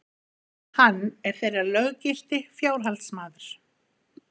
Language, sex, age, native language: Icelandic, female, 50-59, Icelandic